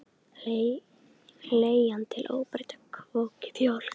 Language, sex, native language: Icelandic, female, Icelandic